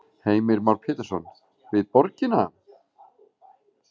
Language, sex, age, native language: Icelandic, male, 40-49, Icelandic